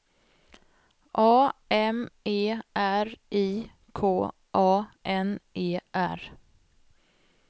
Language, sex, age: Swedish, female, 45